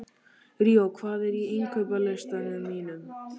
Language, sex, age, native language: Icelandic, male, 13, Icelandic